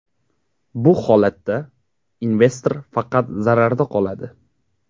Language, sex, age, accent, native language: Uzbek, male, 18-24, Namangan, Uzbek